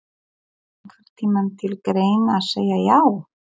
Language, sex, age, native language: Icelandic, female, 40-49, Polish